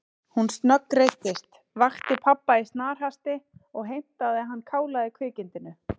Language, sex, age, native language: Icelandic, female, 30-39, Icelandic